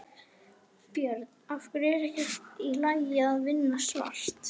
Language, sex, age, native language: Icelandic, female, 11, Icelandic